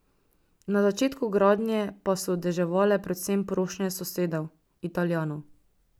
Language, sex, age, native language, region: Slovenian, female, 18-29, Slovenian, Drava region